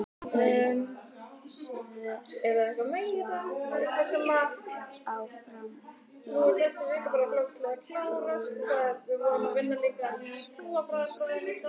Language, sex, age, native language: Icelandic, female, 12, Icelandic